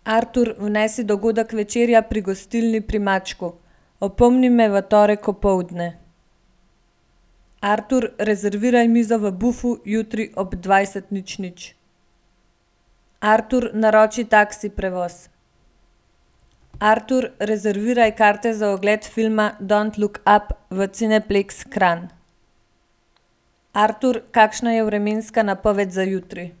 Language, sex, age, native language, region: Slovenian, female, 18-29, Slovenian, Gorenjska region